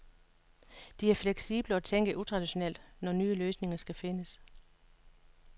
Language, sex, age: Danish, female, 56